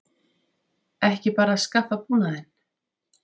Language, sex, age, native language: Icelandic, female, 30-39, Icelandic